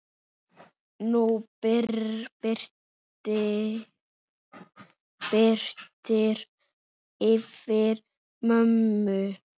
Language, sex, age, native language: Icelandic, male, 7, Icelandic